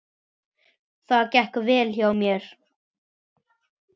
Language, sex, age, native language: Icelandic, male, 9, Icelandic